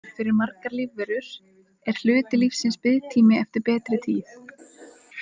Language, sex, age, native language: Icelandic, female, 20-29, Icelandic